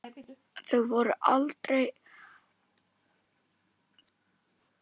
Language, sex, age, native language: Icelandic, male, 10, Icelandic